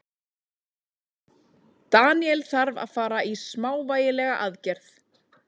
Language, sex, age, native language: Icelandic, female, 30-39, Icelandic